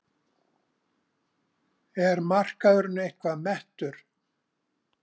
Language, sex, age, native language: Icelandic, male, 70-79, Icelandic